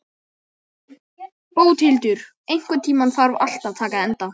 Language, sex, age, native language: Icelandic, male, 12, Icelandic